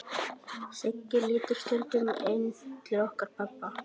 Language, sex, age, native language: Icelandic, male, 11, Icelandic